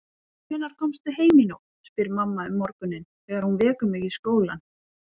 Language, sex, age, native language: Icelandic, female, 40-49, Icelandic